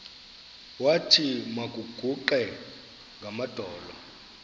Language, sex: Xhosa, male